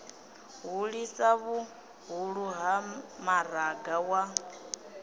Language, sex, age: Venda, female, 24